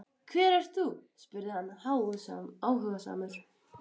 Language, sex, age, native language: Icelandic, female, 12, Icelandic